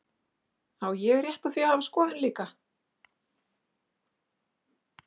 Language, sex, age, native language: Icelandic, female, 60-69, Icelandic